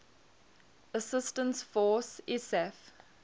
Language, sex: English, female